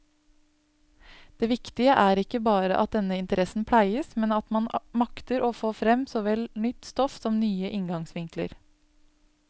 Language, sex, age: Norwegian, female, 27